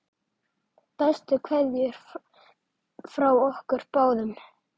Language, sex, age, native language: Icelandic, male, 9, Icelandic